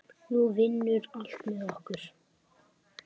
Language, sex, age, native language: Icelandic, female, 10, Icelandic